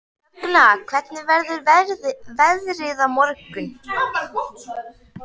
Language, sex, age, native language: Icelandic, female, 11, Icelandic